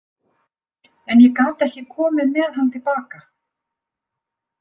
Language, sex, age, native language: Icelandic, female, 50-59, Icelandic